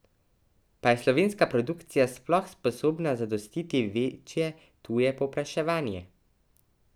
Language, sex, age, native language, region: Slovenian, male, 12-17, Slovenian, Drava region